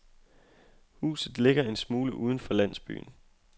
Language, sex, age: Danish, male, 25